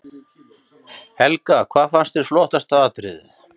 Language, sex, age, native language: Icelandic, male, 50-59, Icelandic